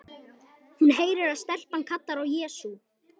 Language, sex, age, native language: Icelandic, male, 11, Icelandic